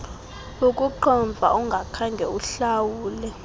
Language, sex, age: Xhosa, female, 20